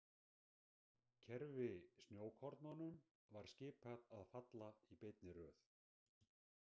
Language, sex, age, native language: Icelandic, male, 60-69, Icelandic